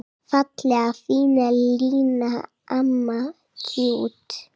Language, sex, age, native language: Icelandic, female, 7, Icelandic